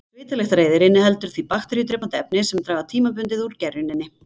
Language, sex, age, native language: Icelandic, female, 50-59, Icelandic